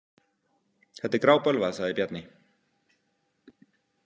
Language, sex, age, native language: Icelandic, male, 50-59, Icelandic